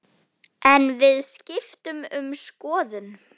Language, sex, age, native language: Icelandic, female, 9, Icelandic